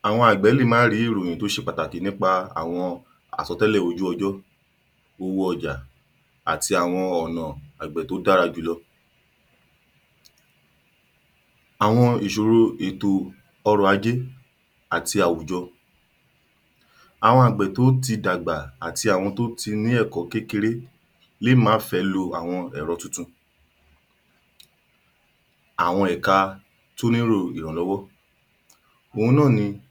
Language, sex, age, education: Yoruba, male, 30-45, tertiary